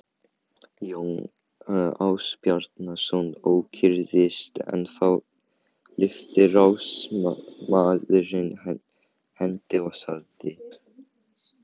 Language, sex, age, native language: Icelandic, male, 18-19, Chinese